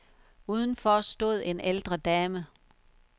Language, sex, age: Danish, female, 51